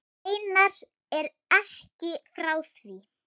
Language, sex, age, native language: Icelandic, female, 8, Icelandic